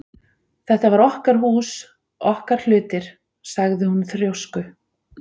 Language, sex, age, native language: Icelandic, female, 40-49, Icelandic